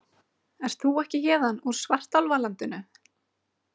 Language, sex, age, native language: Icelandic, female, 30-39, Icelandic